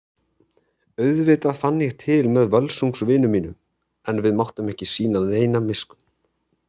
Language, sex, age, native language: Icelandic, male, 30-39, Icelandic